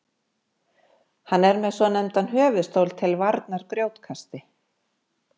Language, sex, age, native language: Icelandic, female, 50-59, Icelandic